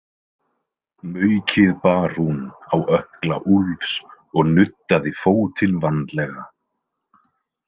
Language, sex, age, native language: Icelandic, male, 20-29, Icelandic